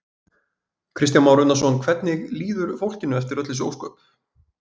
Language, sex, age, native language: Icelandic, male, 20-29, Icelandic